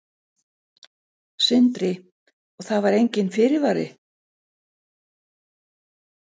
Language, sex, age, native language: Icelandic, female, 60-69, Icelandic